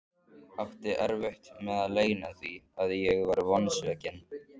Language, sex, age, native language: Icelandic, male, 14, Icelandic